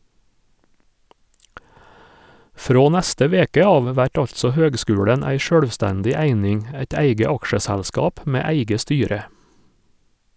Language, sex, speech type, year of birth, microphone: Norwegian, male, read, 1956, Sennheiser